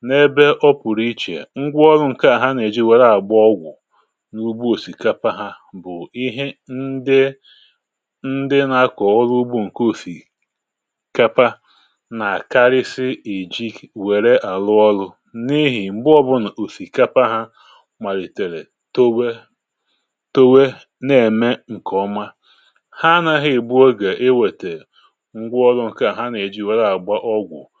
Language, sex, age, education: Igbo, male, 30-45, tertiary